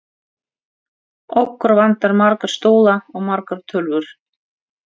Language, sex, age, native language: Icelandic, female, 30-39, Russian